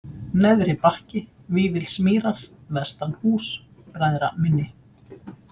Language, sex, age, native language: Icelandic, female, 50-59, Icelandic